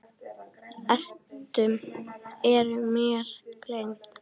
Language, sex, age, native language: Icelandic, female, 10, Icelandic